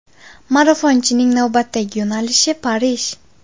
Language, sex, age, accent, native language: Uzbek, female, 18-24, Qashqadaryo, Uzbek